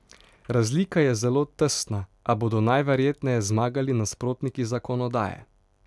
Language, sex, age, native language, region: Slovenian, male, 18-29, Slovenian, Pomurje region